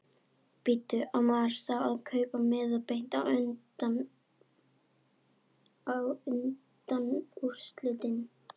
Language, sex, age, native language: Icelandic, female, 11, Icelandic